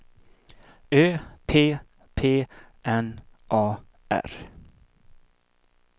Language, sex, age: Swedish, male, 37